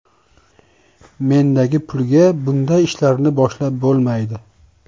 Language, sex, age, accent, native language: Uzbek, male, 25-34, Toshkent shahri, Uzbek